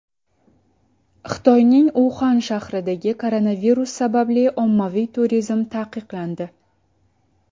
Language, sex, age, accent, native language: Uzbek, female, 19-29, Samarqand, Uzbek